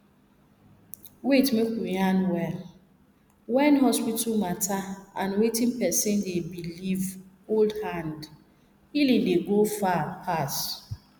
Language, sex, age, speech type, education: Nigerian Pidgin, female, 30-45, spontaneous, tertiary